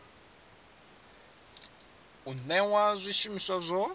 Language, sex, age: Venda, male, 20